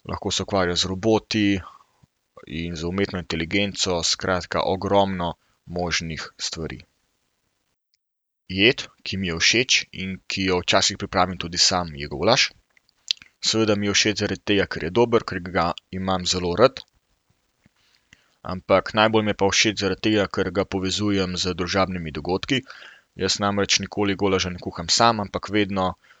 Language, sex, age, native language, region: Slovenian, male, 18-29, Slovenian, Central Slovenia